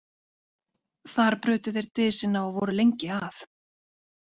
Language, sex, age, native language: Icelandic, female, 30-39, Icelandic